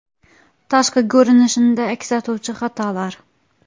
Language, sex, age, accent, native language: Uzbek, female, 18-24, Xorazm, Uzbek